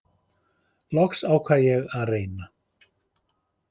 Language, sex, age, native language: Icelandic, male, 50-59, Icelandic